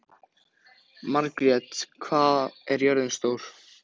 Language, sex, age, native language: Icelandic, male, 14, Icelandic